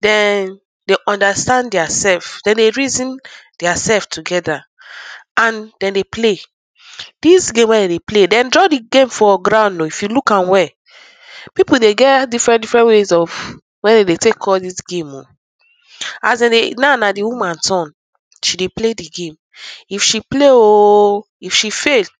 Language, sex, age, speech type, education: Nigerian Pidgin, female, 15-29, spontaneous, tertiary